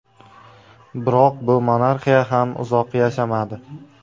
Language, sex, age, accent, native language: Uzbek, male, 18-24, Jizzax, Uzbek